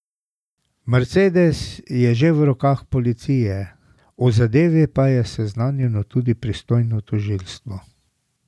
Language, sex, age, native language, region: Slovenian, male, 60+, Slovenian, Drava region